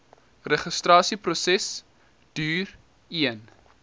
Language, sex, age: Afrikaans, male, 19